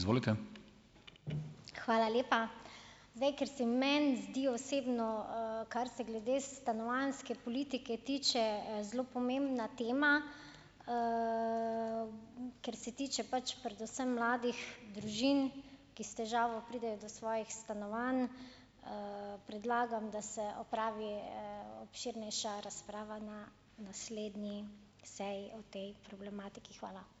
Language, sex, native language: Slovenian, female, Slovenian